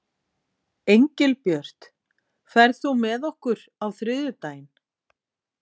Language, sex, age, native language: Icelandic, female, 40-49, Icelandic